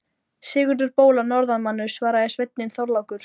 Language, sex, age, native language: Icelandic, female, 12, Icelandic